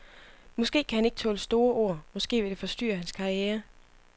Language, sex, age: Danish, female, 25